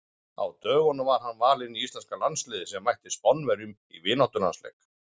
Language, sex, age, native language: Icelandic, male, 40-49, Icelandic